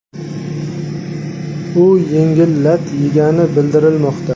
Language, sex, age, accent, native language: Uzbek, male, 25-34, Samarqand, Uzbek